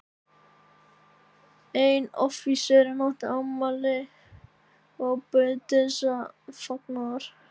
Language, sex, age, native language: Icelandic, male, 13, Icelandic